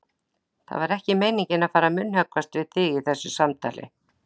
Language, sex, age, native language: Icelandic, female, 60-69, Icelandic